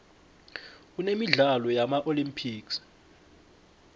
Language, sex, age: South Ndebele, male, 21